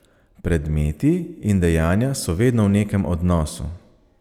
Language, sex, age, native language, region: Slovenian, male, 30-49, Slovenian, Savinja region